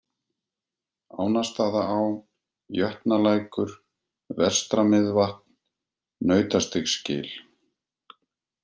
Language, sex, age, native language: Icelandic, male, 50-59, Icelandic